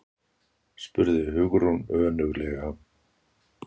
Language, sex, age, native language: Icelandic, male, 60-69, Icelandic